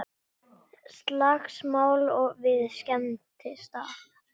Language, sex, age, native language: Icelandic, female, 18-19, Icelandic